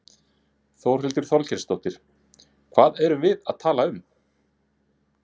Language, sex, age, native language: Icelandic, male, 30-39, Icelandic